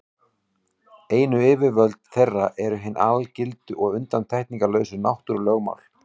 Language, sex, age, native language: Icelandic, male, 40-49, Icelandic